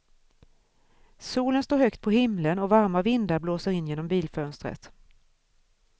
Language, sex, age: Swedish, female, 41